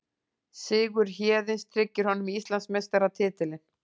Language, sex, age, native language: Icelandic, female, 40-49, Icelandic